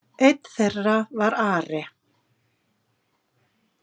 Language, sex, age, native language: Icelandic, female, 50-59, Icelandic